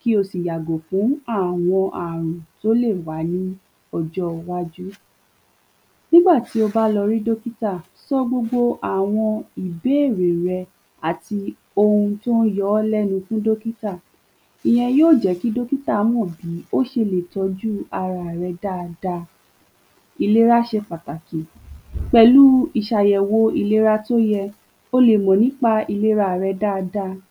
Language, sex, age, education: Yoruba, female, 15-29, tertiary